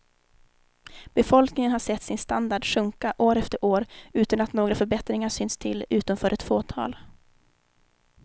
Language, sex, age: Swedish, female, 19